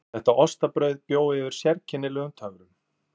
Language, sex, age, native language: Icelandic, male, 40-49, Icelandic